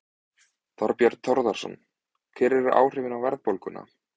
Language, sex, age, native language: Icelandic, male, 20-29, Icelandic